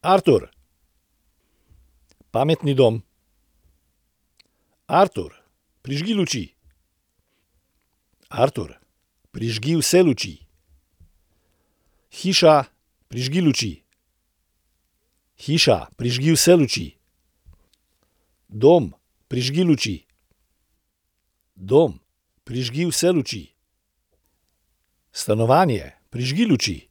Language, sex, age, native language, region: Slovenian, male, 60+, Slovenian, Central Slovenia